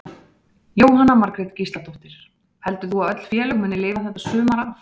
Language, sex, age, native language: Icelandic, female, 30-39, Icelandic